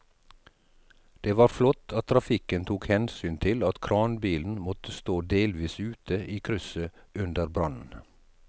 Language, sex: Norwegian, male